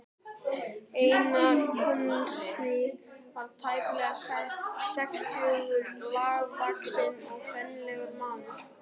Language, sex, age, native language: Icelandic, male, 12, Icelandic